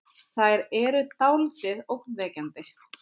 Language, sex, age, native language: Icelandic, female, 30-39, Icelandic